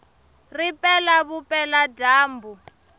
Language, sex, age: Tsonga, female, 23